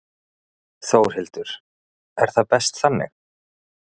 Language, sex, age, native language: Icelandic, male, 30-39, Icelandic